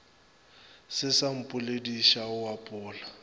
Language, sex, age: Northern Sotho, male, 25